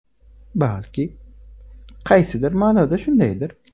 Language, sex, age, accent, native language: Uzbek, male, 18-24, Toshkent viloyati, Uzbek